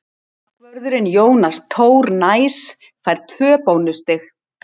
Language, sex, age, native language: Icelandic, female, 60-69, Icelandic